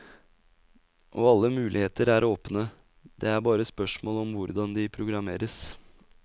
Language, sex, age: Norwegian, male, 20